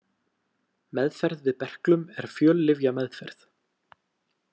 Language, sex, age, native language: Icelandic, male, 18-19, Icelandic